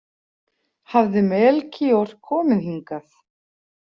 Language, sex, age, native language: Icelandic, female, 40-49, Icelandic